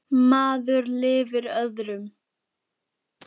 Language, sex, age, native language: Icelandic, female, 10, Icelandic